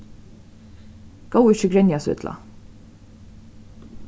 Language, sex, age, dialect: Faroese, female, 36-60, Suðurstreymoy